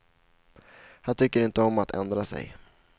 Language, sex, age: Swedish, male, 16